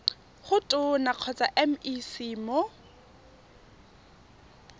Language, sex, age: Tswana, female, 25